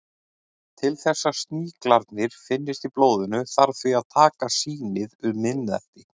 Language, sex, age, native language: Icelandic, male, 30-39, Icelandic